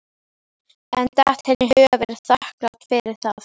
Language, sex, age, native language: Icelandic, female, 11, Icelandic